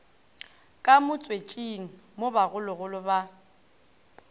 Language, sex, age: Northern Sotho, female, 18